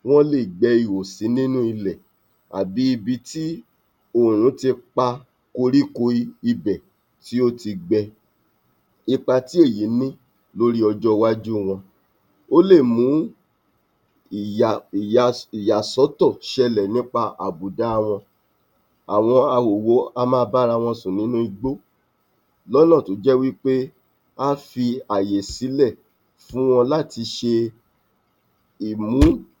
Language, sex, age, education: Yoruba, male, 30-45, tertiary